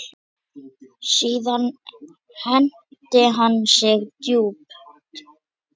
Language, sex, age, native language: Icelandic, female, 10, Icelandic